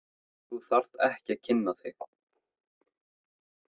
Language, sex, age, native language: Icelandic, male, 15, Icelandic